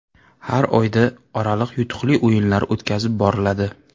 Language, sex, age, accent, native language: Uzbek, male, 25-34, Navoiy, Uzbek